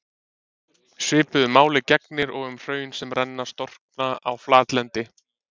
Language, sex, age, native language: Icelandic, male, 30-39, Icelandic